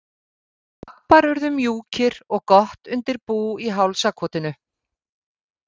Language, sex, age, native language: Icelandic, female, 50-59, Icelandic